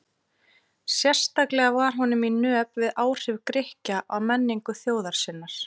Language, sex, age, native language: Icelandic, female, 30-39, Icelandic